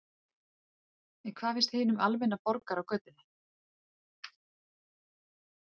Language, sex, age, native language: Icelandic, female, 30-39, Icelandic